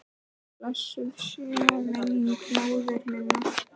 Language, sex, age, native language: Icelandic, male, 10, Icelandic